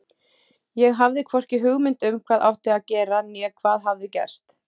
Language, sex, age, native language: Icelandic, female, 30-39, Icelandic